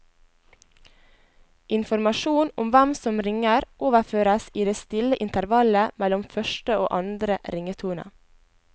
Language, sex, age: Norwegian, female, 21